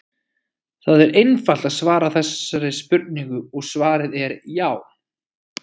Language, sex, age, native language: Icelandic, male, 20-29, Icelandic